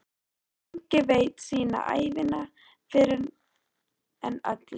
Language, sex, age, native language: Icelandic, female, 13, Icelandic